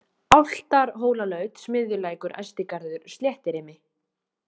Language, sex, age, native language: Icelandic, female, 20-29, Icelandic